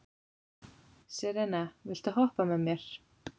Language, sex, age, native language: Icelandic, female, 40-49, Icelandic